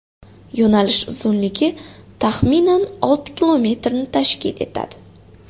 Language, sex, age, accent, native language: Uzbek, female, 18-24, Xorazm, Uzbek